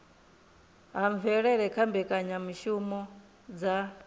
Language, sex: Venda, female